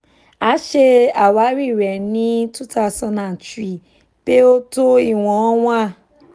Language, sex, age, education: Yoruba, female, 15-29, tertiary